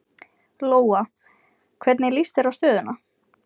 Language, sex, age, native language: Icelandic, female, 20-29, Ukrainian